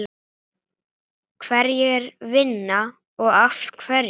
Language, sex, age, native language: Icelandic, female, 9, Icelandic